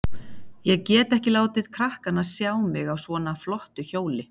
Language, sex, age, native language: Icelandic, female, 40-49, Icelandic